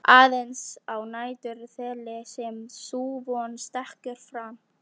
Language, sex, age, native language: Icelandic, female, 13, Icelandic